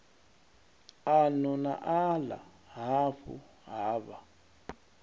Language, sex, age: Venda, male, 39